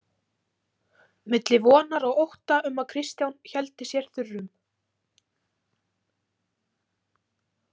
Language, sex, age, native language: Icelandic, female, 18-19, Icelandic